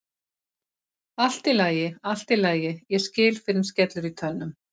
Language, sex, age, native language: Icelandic, female, 50-59, Icelandic